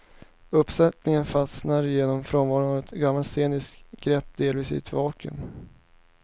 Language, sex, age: Swedish, male, 19